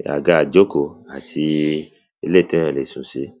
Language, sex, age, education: Yoruba, male, 30-45, secondary